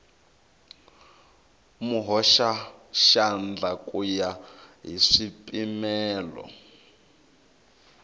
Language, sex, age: Tsonga, male, 22